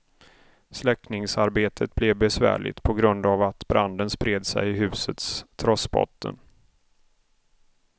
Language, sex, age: Swedish, male, 31